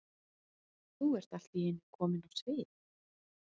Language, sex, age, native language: Icelandic, female, 40-49, Icelandic